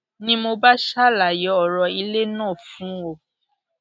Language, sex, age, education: Yoruba, female, 46-60, secondary